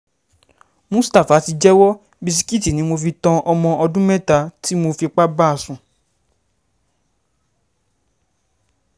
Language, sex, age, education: Yoruba, male, 15-29, secondary